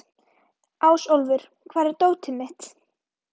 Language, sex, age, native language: Icelandic, female, 11, Icelandic